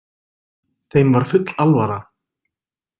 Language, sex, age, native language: Icelandic, male, 20-29, Icelandic